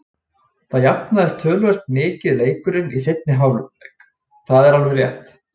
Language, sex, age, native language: Icelandic, male, 20-29, Icelandic